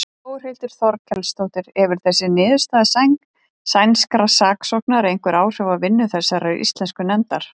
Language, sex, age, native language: Icelandic, female, 30-39, Icelandic